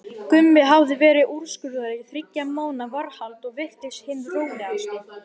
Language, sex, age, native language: Icelandic, male, 18-19, Icelandic